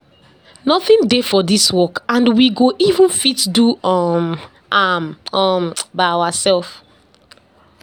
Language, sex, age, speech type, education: Nigerian Pidgin, female, 60+, spontaneous, tertiary